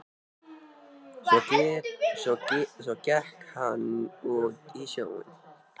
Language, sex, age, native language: Icelandic, male, 13, Icelandic